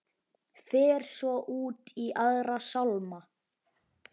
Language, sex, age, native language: Icelandic, male, 11, Icelandic